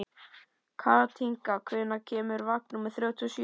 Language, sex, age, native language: Icelandic, male, 11, Icelandic